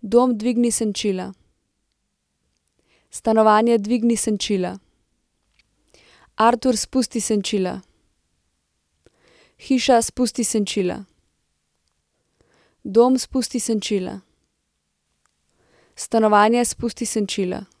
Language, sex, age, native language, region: Slovenian, female, 18-29, Slovenian, Central Slovenia